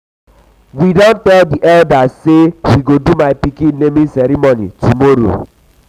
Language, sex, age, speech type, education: Nigerian Pidgin, male, 15-29, spontaneous, tertiary